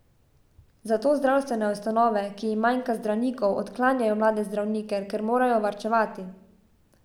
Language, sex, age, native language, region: Slovenian, female, 18-29, Slovenian, Savinja region